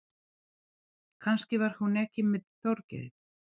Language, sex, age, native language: Icelandic, female, 40-49, Serbo-Croatian